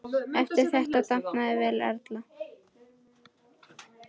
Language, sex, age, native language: Icelandic, male, 10, Icelandic